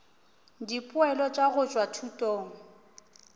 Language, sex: Northern Sotho, female